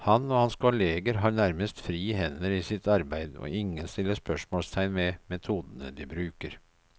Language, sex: Norwegian, male